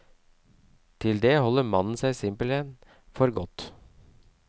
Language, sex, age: Norwegian, male, 37